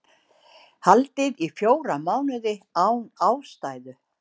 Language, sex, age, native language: Icelandic, female, 60-69, Icelandic